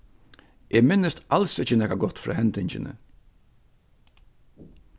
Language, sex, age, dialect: Faroese, male, 61+, Vágar